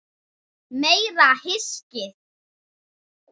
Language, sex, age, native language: Icelandic, female, 7, Icelandic